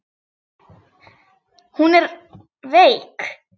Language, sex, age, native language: Icelandic, female, 8, Icelandic